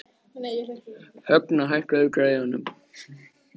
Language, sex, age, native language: Icelandic, male, 13, Icelandic